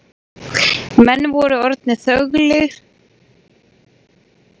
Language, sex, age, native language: Icelandic, female, 40-49, Icelandic